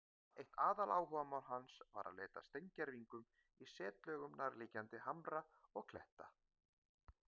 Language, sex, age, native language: Icelandic, male, 50-59, Icelandic